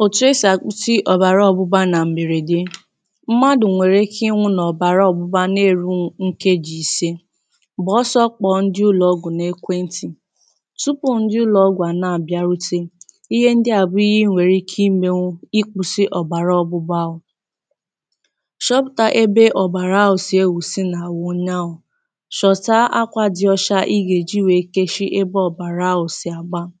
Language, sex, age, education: Igbo, female, 15-29, tertiary